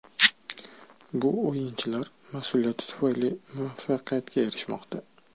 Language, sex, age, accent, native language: Uzbek, male, 25-34, Toshkent shahri, Uzbek